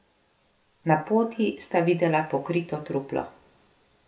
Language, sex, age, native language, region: Slovenian, female, 50-59, Slovenian, Gorenjska region